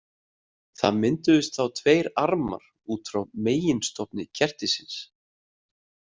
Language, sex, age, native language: Icelandic, male, 30-39, Icelandic